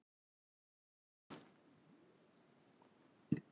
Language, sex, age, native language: Icelandic, female, 70-79, Icelandic